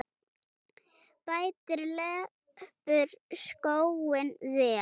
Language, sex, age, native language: Icelandic, female, 8, Icelandic